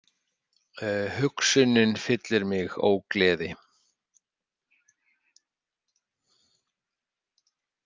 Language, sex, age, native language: Icelandic, male, 60-69, Icelandic